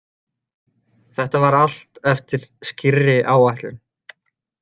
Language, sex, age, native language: Icelandic, male, 30-39, Icelandic